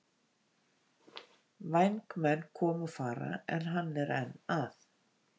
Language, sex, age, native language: Icelandic, female, 50-59, Icelandic